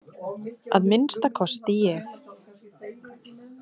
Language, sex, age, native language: Icelandic, female, 30-39, Icelandic